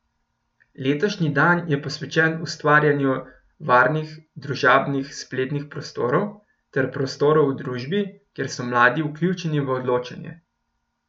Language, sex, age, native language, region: Slovenian, male, 18-29, Slovenian, Gorenjska region